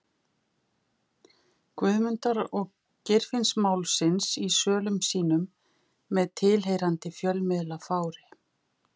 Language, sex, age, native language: Icelandic, female, 50-59, Icelandic